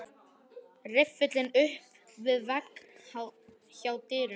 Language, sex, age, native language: Icelandic, male, 12, Icelandic